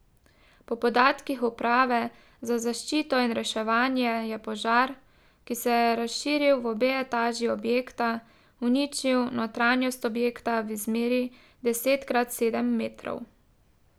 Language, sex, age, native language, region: Slovenian, female, 18-29, Slovenian, Drava region